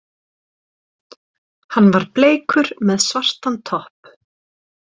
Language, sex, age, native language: Icelandic, female, 30-39, Icelandic